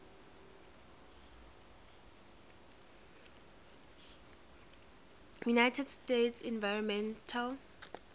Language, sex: English, female